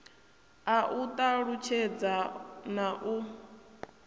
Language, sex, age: Venda, female, 28